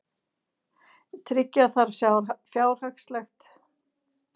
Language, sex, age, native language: Icelandic, female, 60-69, Icelandic